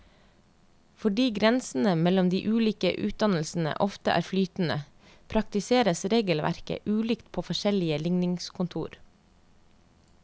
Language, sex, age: Norwegian, female, 30